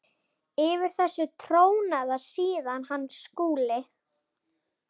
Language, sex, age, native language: Icelandic, female, 11, Icelandic